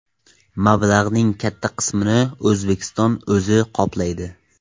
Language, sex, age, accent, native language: Uzbek, male, 18-24, Toshkent viloyati, Tajik